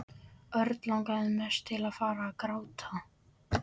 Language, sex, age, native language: Icelandic, male, 12, Icelandic